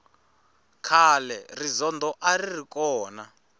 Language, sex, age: Tsonga, male, 21